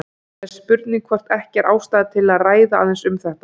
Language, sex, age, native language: Icelandic, female, 30-39, Icelandic